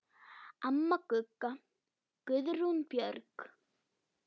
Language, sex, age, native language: Icelandic, female, 9, Icelandic